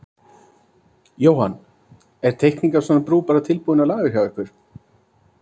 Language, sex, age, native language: Icelandic, male, 30-39, Icelandic